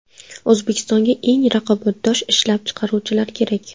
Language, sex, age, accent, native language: Uzbek, female, 18-24, Qashqadaryo, Uzbek